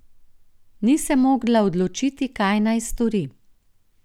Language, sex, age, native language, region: Slovenian, female, 50-59, Slovenian, Gorenjska region